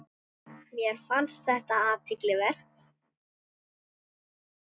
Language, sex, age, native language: Icelandic, male, 9, Icelandic